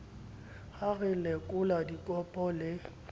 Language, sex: Southern Sotho, male